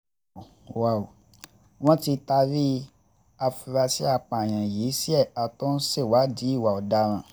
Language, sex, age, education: Yoruba, male, 15-29, tertiary